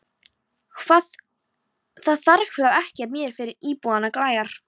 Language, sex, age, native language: Icelandic, female, 13, Polish